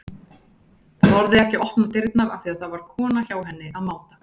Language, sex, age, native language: Icelandic, female, 30-39, Icelandic